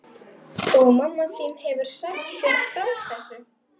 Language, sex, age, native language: Icelandic, female, 12, Icelandic